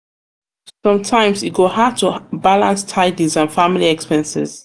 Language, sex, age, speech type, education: Nigerian Pidgin, female, 30-45, spontaneous, tertiary